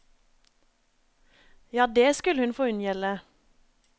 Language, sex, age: Norwegian, female, 27